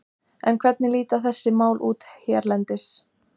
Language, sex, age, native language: Icelandic, female, 14, Icelandic